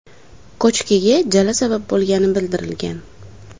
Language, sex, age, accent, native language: Uzbek, female, under 19, Samarqand, Uzbek